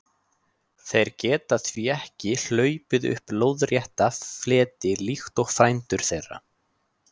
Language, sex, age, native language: Icelandic, male, 20-29, Icelandic